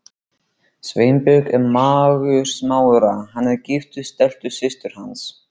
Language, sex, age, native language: Icelandic, male, 13, Icelandic